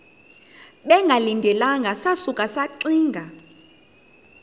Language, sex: Xhosa, female